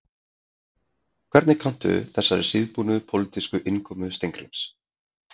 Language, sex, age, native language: Icelandic, male, 30-39, Icelandic